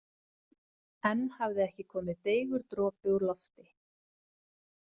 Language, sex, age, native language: Icelandic, female, 20-29, Icelandic